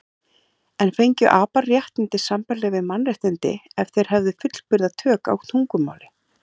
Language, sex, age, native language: Icelandic, female, 40-49, Icelandic